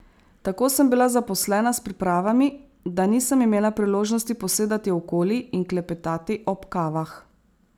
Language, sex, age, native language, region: Slovenian, female, 30-49, Slovenian, Savinja region